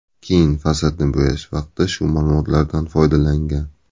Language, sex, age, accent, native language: Uzbek, male, 25-34, Buxoro, Uzbek